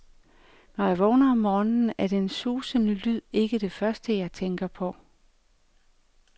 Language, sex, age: Danish, female, 45